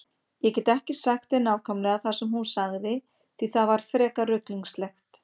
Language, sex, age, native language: Icelandic, female, 50-59, Icelandic